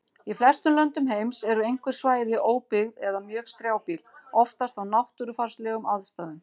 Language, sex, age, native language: Icelandic, female, 50-59, Icelandic